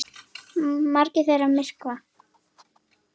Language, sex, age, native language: Icelandic, female, 10, Icelandic